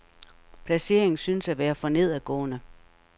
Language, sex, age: Danish, female, 48